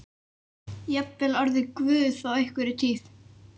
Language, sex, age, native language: Icelandic, male, 11, Icelandic